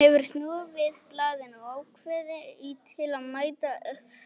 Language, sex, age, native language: Icelandic, male, 7, Icelandic